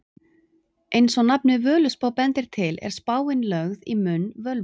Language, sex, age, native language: Icelandic, female, 30-39, Icelandic